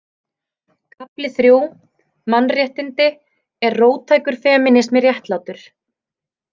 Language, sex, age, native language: Icelandic, female, 30-39, Icelandic